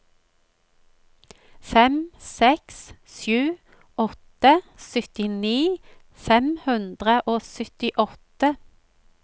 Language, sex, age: Norwegian, female, 45